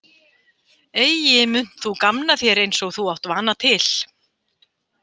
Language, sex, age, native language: Icelandic, female, 50-59, Icelandic